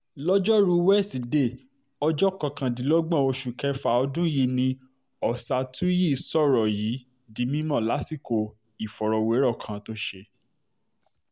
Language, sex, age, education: Yoruba, male, 30-45, tertiary